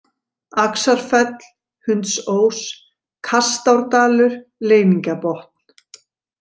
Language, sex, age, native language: Icelandic, female, 40-49, Icelandic